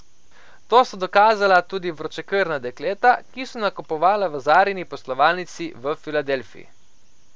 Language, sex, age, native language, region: Slovenian, male, 18-29, Slovenian, Coastal Karst region